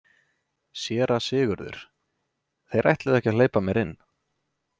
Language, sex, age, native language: Icelandic, male, 20-29, Icelandic